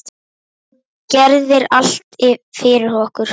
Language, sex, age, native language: Icelandic, male, 10, Icelandic